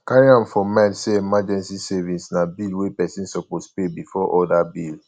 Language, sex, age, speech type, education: Nigerian Pidgin, male, 15-29, spontaneous, tertiary